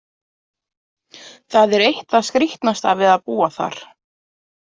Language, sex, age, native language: Icelandic, female, 30-39, Icelandic